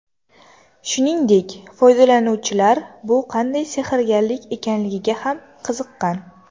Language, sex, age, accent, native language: Uzbek, female, under 19, Toshkent shahri, Uzbek